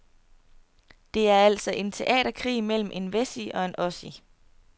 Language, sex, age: Danish, female, 30